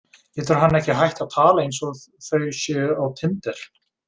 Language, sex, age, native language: Icelandic, male, 20-29, Icelandic